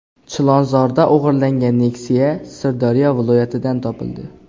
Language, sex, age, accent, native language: Uzbek, male, 18-24, Xorazm, Uzbek